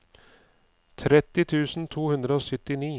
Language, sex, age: Norwegian, male, 39